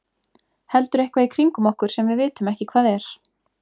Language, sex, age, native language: Icelandic, female, 20-29, Icelandic